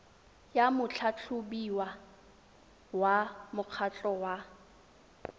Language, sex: Tswana, female